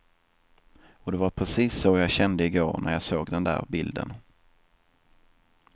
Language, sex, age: Swedish, male, 27